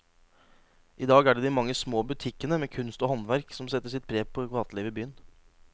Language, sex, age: Norwegian, male, 26